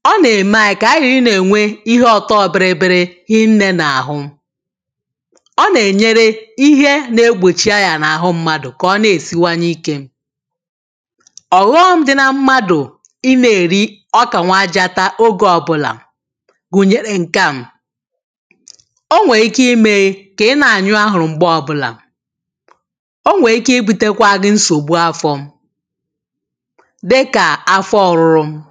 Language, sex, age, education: Igbo, female, 15-29, tertiary